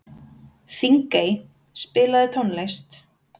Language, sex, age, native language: Icelandic, female, 30-39, Icelandic